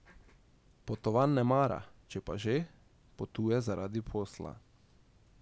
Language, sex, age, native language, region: Slovenian, male, 18-29, Slovenian, Drava region